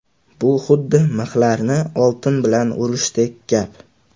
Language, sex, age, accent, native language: Uzbek, male, 18-24, Andijon, Uzbek